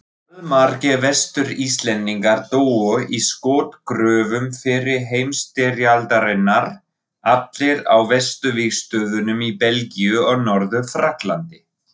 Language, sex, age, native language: Icelandic, male, 40-49, Icelandic